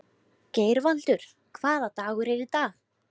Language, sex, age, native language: Icelandic, female, 20-29, Icelandic